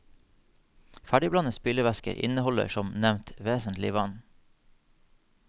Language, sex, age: Norwegian, male, 30